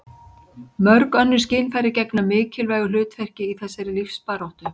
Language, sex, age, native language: Icelandic, female, 60-69, Icelandic